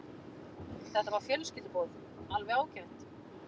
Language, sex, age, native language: Icelandic, female, 40-49, Icelandic